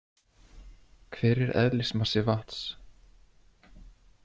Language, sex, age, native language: Icelandic, male, 20-29, Icelandic